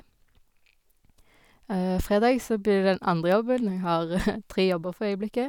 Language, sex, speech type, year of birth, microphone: Norwegian, female, spontaneous, 1990, Sennheiser